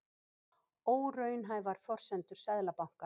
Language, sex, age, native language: Icelandic, female, 50-59, Icelandic